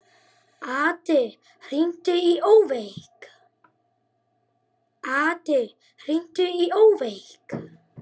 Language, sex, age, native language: Icelandic, male, 11, Icelandic